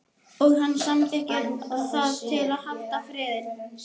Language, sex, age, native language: Icelandic, male, 11, Icelandic